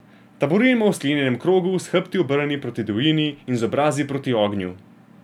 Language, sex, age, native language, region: Slovenian, male, 18-29, Slovenian, Gorenjska region